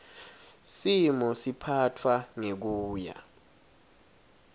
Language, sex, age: Swati, male, 21